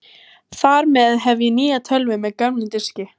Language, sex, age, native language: Icelandic, female, 18-19, Icelandic